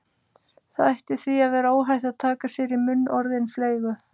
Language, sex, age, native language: Icelandic, female, 30-39, Icelandic